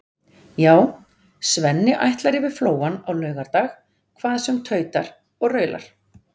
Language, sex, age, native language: Icelandic, female, 40-49, Icelandic